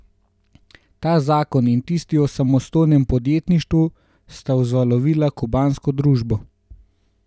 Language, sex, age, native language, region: Slovenian, male, 18-29, Slovenian, Gorenjska region